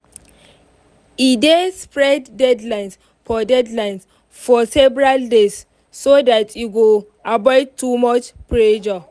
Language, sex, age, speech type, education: Nigerian Pidgin, female, 15-29, spontaneous, tertiary